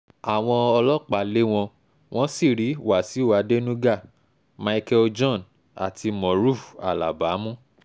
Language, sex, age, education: Yoruba, male, 15-29, tertiary